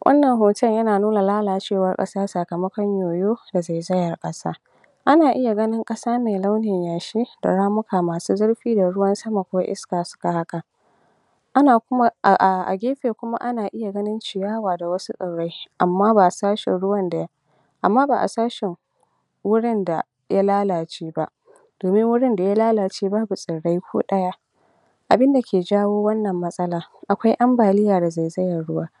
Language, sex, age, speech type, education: Hausa, female, 46-60, spontaneous, tertiary